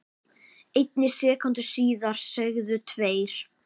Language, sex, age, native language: Icelandic, male, 10, Icelandic